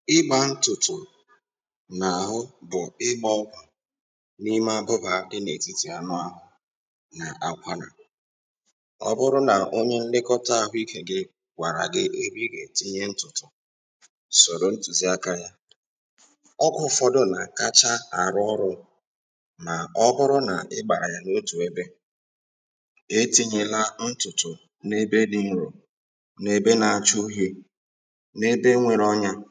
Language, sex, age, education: Igbo, male, 46-60, tertiary